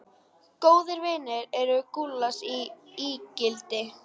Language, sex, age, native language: Icelandic, female, 9, Icelandic